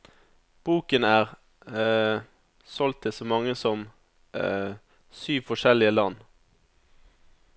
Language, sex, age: Norwegian, male, 27